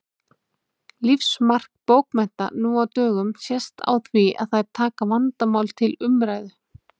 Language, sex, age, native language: Icelandic, female, 30-39, Icelandic